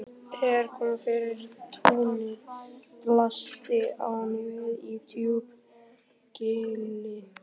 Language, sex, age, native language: Icelandic, male, 11, Icelandic